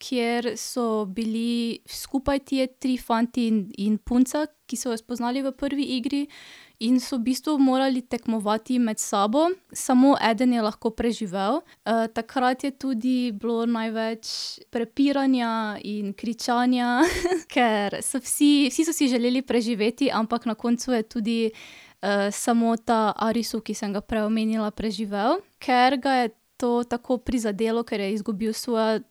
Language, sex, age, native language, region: Slovenian, female, 18-29, Slovenian, Drava region